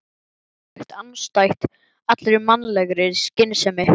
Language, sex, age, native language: Icelandic, male, 11, Icelandic